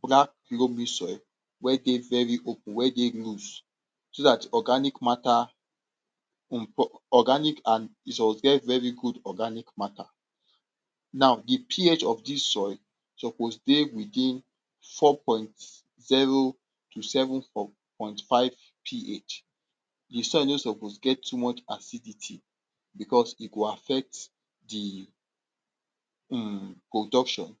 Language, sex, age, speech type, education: Nigerian Pidgin, male, 46-60, spontaneous, tertiary